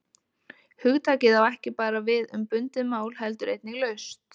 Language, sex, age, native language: Icelandic, female, 20-29, Icelandic